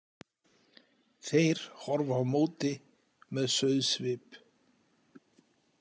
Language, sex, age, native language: Icelandic, male, 40-49, Icelandic